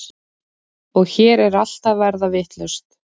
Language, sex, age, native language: Icelandic, female, 40-49, Icelandic